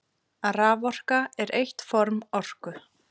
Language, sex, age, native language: Icelandic, female, 30-39, Icelandic